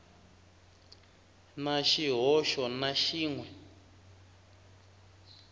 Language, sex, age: Tsonga, male, 19